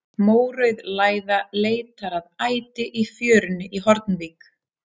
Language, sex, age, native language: Icelandic, female, 30-39, Icelandic